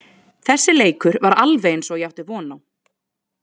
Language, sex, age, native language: Icelandic, female, 20-29, Icelandic